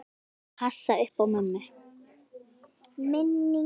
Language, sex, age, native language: Icelandic, female, 10, Icelandic